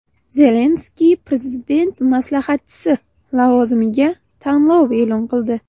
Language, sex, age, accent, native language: Uzbek, female, 18-24, Namangan, Uzbek